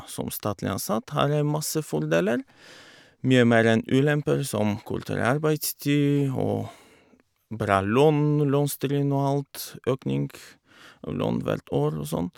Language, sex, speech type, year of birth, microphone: Norwegian, male, spontaneous, 1985, Shure